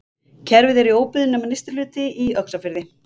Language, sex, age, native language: Icelandic, female, 50-59, Icelandic